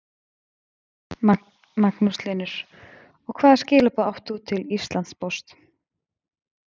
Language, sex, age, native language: Icelandic, female, 20-29, Icelandic